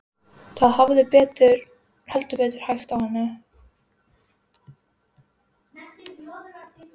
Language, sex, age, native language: Icelandic, female, 12, Icelandic